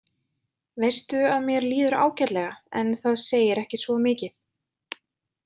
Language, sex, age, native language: Icelandic, female, 20-29, Icelandic